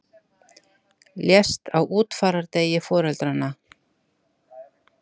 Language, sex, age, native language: Icelandic, female, 60-69, Icelandic